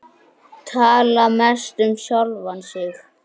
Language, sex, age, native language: Icelandic, male, 9, Icelandic